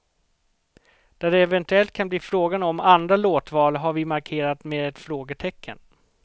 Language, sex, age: Swedish, male, 38